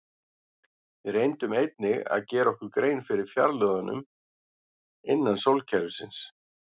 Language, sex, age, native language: Icelandic, male, 40-49, Icelandic